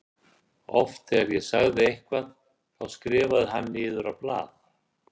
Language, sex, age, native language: Icelandic, male, 60-69, Icelandic